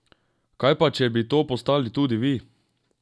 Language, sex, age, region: Slovenian, male, 18-29, Drava region